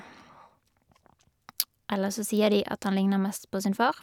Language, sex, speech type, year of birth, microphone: Norwegian, female, spontaneous, 1985, Shure